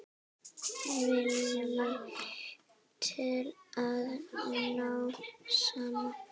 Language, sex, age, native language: Icelandic, female, 9, Icelandic